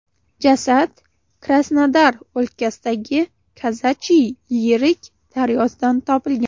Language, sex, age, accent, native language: Uzbek, female, 18-24, Namangan, Uzbek